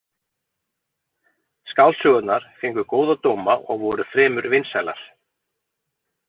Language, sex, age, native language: Icelandic, male, 40-49, Icelandic